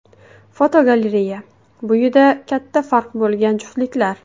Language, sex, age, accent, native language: Uzbek, female, 18-24, Qashqadaryo, Uzbek